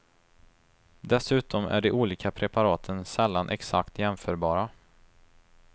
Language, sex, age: Swedish, male, 23